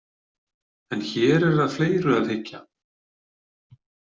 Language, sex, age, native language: Icelandic, male, 40-49, Icelandic